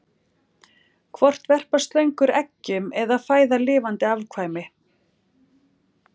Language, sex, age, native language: Icelandic, female, 40-49, Icelandic